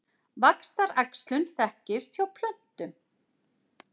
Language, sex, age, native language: Icelandic, female, 40-49, Icelandic